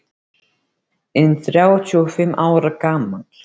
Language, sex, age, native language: Icelandic, male, 13, Icelandic